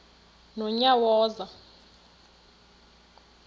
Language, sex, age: Xhosa, female, 35